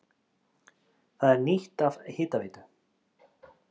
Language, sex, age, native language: Icelandic, male, 30-39, Icelandic